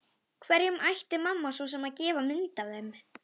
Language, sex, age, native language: Icelandic, female, 11, Icelandic